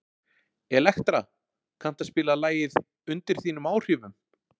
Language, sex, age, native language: Icelandic, male, 40-49, Icelandic